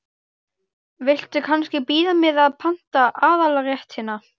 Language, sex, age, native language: Icelandic, female, 12, Icelandic